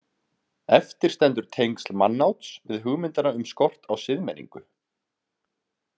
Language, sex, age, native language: Icelandic, male, 30-39, Icelandic